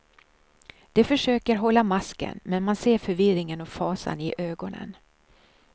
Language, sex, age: Swedish, female, 63